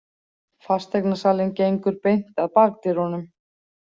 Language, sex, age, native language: Icelandic, female, 40-49, Icelandic